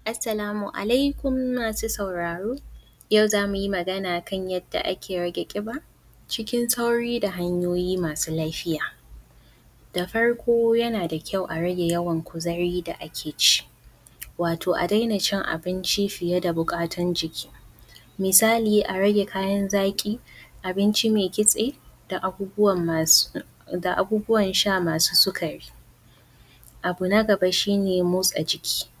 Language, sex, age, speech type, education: Hausa, female, 15-29, spontaneous, tertiary